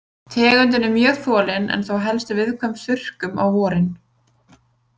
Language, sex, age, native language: Icelandic, female, 20-29, Icelandic